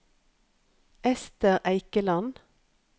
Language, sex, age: Norwegian, female, 51